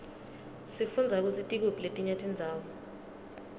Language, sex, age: Swati, female, 23